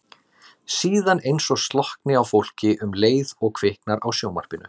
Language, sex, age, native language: Icelandic, male, 30-39, Icelandic